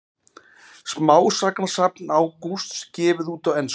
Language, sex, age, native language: Icelandic, male, 40-49, Icelandic